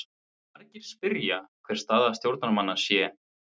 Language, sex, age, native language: Icelandic, male, 20-29, Icelandic